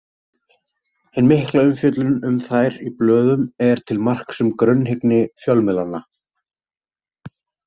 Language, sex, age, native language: Icelandic, male, 30-39, Icelandic